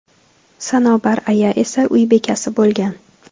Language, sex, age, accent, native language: Uzbek, female, 18-24, Toshkent viloyati, Tajik